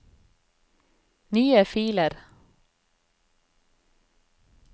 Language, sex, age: Norwegian, female, 34